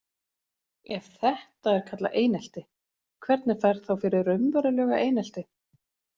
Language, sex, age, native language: Icelandic, female, 40-49, Icelandic